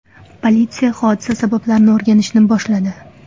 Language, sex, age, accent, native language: Uzbek, female, 18-24, Toshkent viloyati, Uzbek